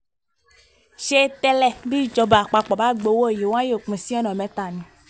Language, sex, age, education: Yoruba, female, 15-29, tertiary